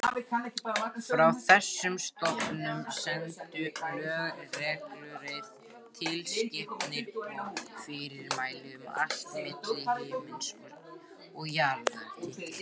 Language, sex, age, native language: Icelandic, male, 18-19, Icelandic